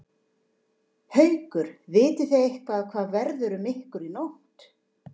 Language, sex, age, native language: Icelandic, female, 40-49, Icelandic